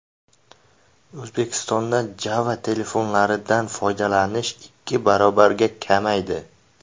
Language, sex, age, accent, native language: Uzbek, male, 18-24, Samarqand, Uzbek